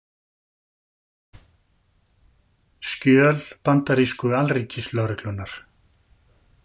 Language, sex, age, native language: Icelandic, male, 50-59, Icelandic